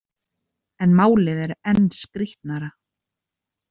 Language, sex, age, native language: Icelandic, female, 30-39, Icelandic